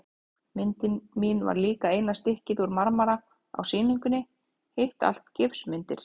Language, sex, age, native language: Icelandic, female, 30-39, Icelandic